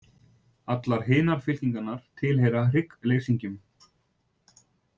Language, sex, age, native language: Icelandic, male, 30-39, Icelandic